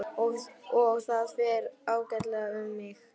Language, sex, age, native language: Icelandic, male, 11, Icelandic